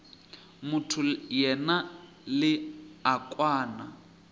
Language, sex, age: Northern Sotho, male, 23